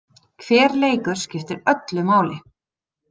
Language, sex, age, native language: Icelandic, female, 30-39, Icelandic